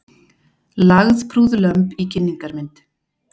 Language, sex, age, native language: Icelandic, female, 40-49, Icelandic